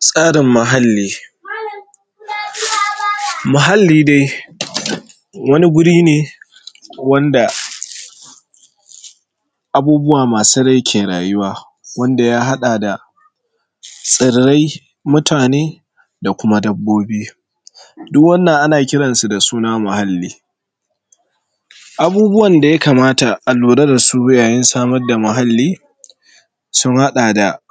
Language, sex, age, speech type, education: Hausa, male, 15-29, spontaneous, tertiary